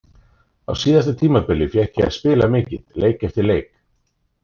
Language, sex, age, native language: Icelandic, male, 30-39, Icelandic